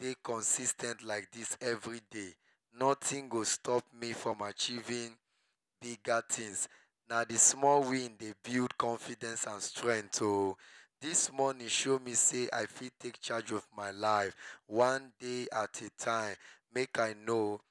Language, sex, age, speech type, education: Nigerian Pidgin, male, 30-45, spontaneous, tertiary